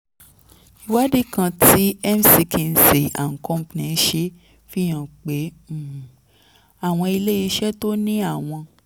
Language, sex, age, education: Yoruba, female, 15-29, tertiary